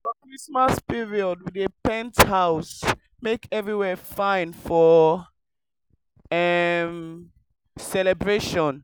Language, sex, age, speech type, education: Nigerian Pidgin, male, 15-29, spontaneous, tertiary